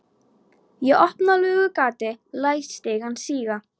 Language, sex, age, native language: Icelandic, female, 13, Polish